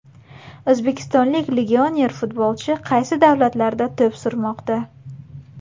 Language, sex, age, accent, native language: Uzbek, female, 18-24, Buxoro, Uzbek